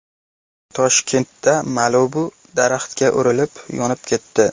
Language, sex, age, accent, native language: Uzbek, male, 18-24, Qashqadaryo, Uzbek